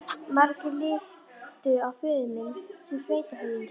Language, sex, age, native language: Icelandic, female, 11, Icelandic